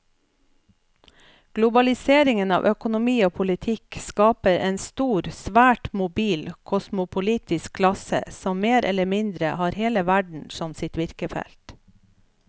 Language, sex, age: Norwegian, female, 47